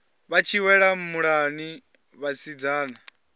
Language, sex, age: Venda, male, 20